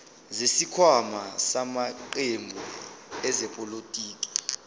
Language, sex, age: Zulu, male, 25